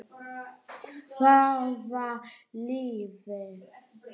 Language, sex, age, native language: Icelandic, male, 9, Polish